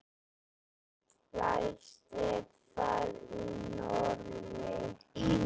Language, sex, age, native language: Icelandic, female, 10, Icelandic